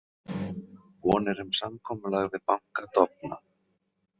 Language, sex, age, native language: Icelandic, male, 40-49, Icelandic